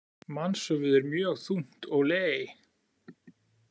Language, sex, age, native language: Icelandic, male, 40-49, Icelandic